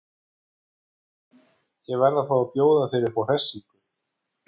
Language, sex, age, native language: Icelandic, male, 40-49, Icelandic